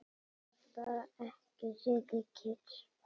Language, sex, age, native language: Icelandic, female, 8, Icelandic